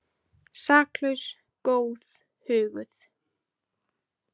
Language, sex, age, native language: Icelandic, female, 20-29, Icelandic